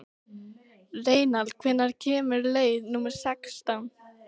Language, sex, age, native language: Icelandic, female, 12, Icelandic